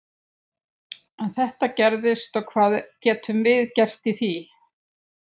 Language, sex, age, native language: Icelandic, female, 70-79, Icelandic